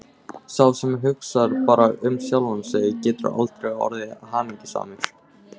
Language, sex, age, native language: Icelandic, male, 18-19, Icelandic